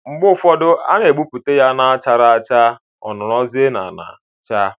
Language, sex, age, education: Igbo, male, 15-29, primary